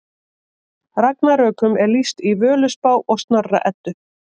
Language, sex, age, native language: Icelandic, female, 30-39, Icelandic